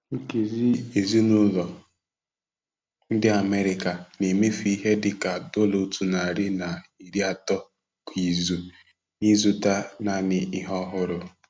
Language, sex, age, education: Igbo, male, 15-29, tertiary